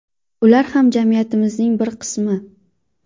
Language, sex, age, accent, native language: Uzbek, female, 19-29, Qashqadaryo, Uzbek